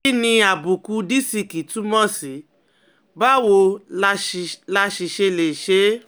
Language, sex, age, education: Yoruba, female, 30-45, tertiary